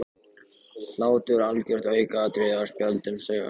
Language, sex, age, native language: Icelandic, male, 14, Icelandic